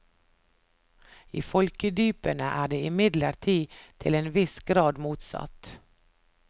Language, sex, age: Norwegian, female, 49